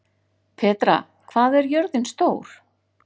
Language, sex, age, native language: Icelandic, female, 40-49, Icelandic